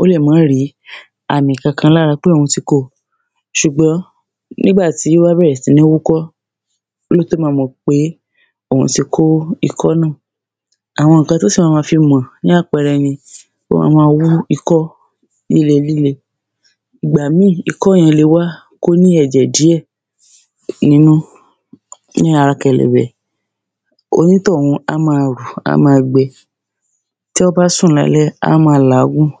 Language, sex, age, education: Yoruba, female, 30-45, secondary